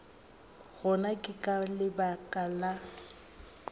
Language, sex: Northern Sotho, female